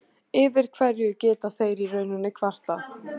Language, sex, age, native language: Icelandic, female, 14, Icelandic